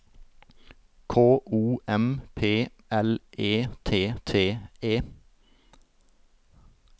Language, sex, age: Norwegian, male, 38